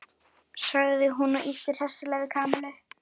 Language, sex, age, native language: Icelandic, female, 11, Icelandic